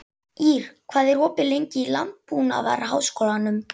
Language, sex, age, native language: Icelandic, male, 11, Icelandic